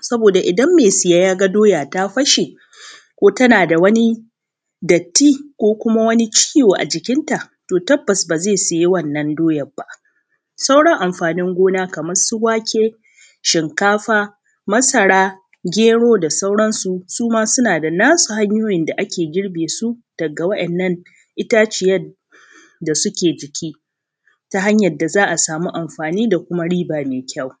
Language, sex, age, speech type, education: Hausa, female, 30-45, spontaneous, tertiary